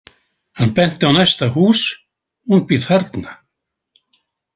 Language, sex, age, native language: Icelandic, male, 80-89, Icelandic